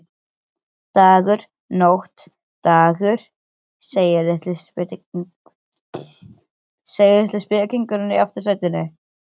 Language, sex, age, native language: Icelandic, other, 13, Icelandic